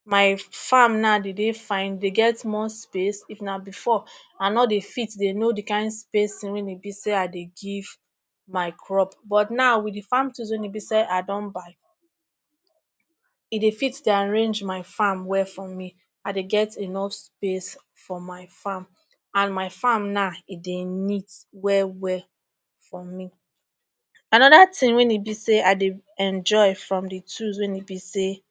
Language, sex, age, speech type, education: Nigerian Pidgin, female, 30-45, spontaneous, tertiary